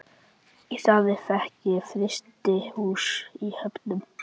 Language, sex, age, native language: Icelandic, male, 11, Icelandic